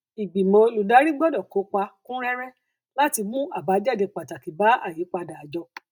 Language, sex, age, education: Yoruba, female, 30-45, tertiary